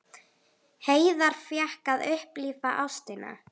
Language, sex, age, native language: Icelandic, female, 8, Icelandic